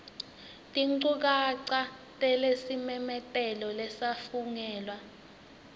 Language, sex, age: Swati, female, 19